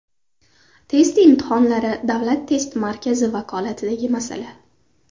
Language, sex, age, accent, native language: Uzbek, female, under 19, Navoiy, Uzbek